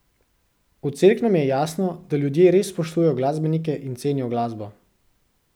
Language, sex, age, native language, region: Slovenian, male, 18-29, Slovenian, Central Slovenia